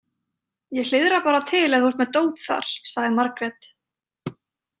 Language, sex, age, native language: Icelandic, female, 30-39, Icelandic